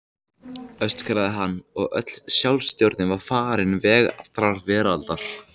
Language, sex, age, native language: Icelandic, male, 14, Icelandic